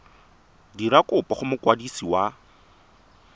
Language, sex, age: Tswana, male, 23